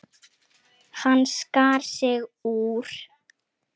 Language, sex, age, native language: Icelandic, female, 10, Icelandic